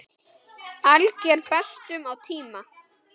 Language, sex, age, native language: Icelandic, male, 10, Icelandic